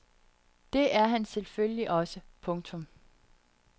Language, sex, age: Danish, female, 30